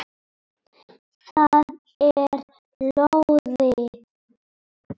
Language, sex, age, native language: Icelandic, male, 7, Icelandic